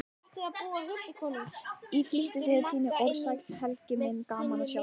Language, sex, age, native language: Icelandic, female, 18-19, Icelandic